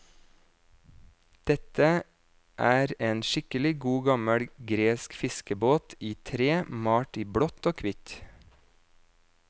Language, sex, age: Norwegian, male, 26